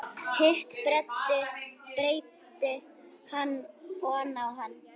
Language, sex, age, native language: Icelandic, female, 9, Icelandic